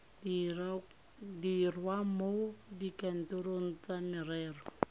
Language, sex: Tswana, female